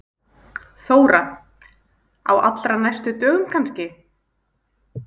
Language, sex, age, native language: Icelandic, female, 20-29, Icelandic